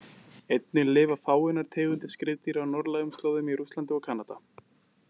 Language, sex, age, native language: Icelandic, male, 20-29, Icelandic